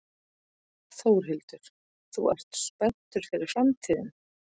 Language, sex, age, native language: Icelandic, female, 40-49, Icelandic